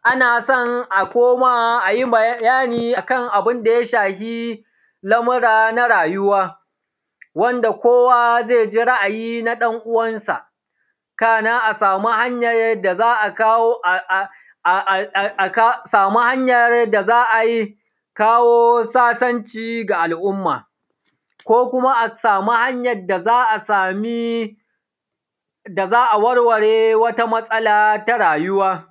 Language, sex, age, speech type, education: Hausa, male, 30-45, spontaneous, tertiary